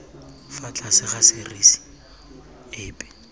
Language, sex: Tswana, male